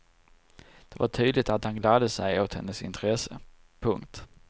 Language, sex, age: Swedish, male, 34